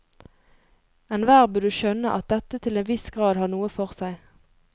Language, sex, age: Norwegian, female, 22